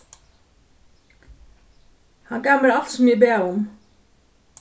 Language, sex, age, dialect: Faroese, female, 36-60, Suðuroy